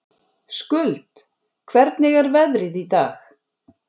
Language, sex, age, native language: Icelandic, female, 40-49, Icelandic